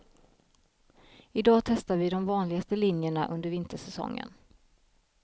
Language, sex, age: Swedish, female, 33